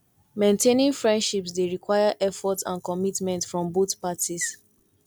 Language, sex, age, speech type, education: Nigerian Pidgin, female, 15-29, spontaneous, tertiary